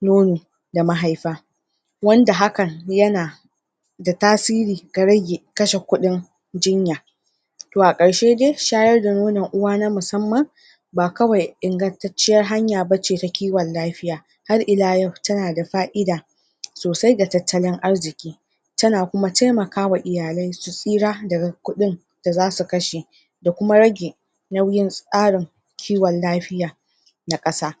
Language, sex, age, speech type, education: Hausa, female, 30-45, spontaneous, tertiary